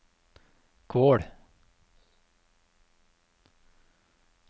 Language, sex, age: Norwegian, male, 34